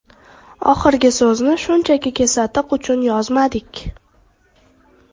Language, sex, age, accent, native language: Uzbek, female, 12-17, Toshkent viloyati, Uzbek